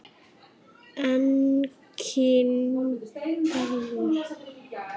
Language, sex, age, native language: Icelandic, male, 6, Icelandic